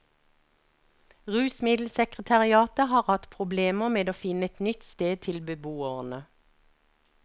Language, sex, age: Norwegian, female, 49